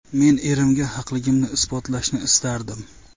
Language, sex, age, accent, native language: Uzbek, male, 25-34, Jizzax, Uzbek